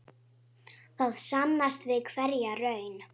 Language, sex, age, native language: Icelandic, female, 8, Icelandic